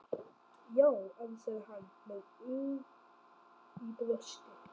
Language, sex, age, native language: Icelandic, male, 11, Icelandic